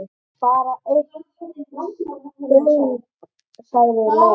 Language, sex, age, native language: Icelandic, male, 10, Icelandic